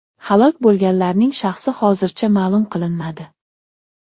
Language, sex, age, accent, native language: Uzbek, male, 12-17, Namangan, Uzbek